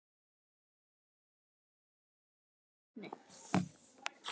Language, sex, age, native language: Icelandic, male, 12, Icelandic